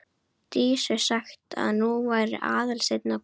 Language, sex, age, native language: Icelandic, female, 12, Icelandic